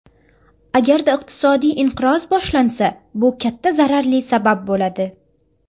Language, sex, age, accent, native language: Uzbek, female, under 19, Farg'ona, Uzbek